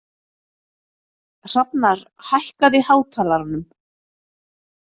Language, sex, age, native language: Icelandic, female, 30-39, Icelandic